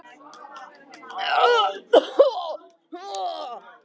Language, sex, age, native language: Icelandic, male, 18-19, Icelandic